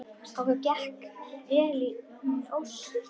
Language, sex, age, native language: Icelandic, female, 10, Icelandic